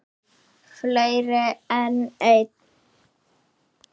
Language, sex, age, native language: Icelandic, male, 8, Icelandic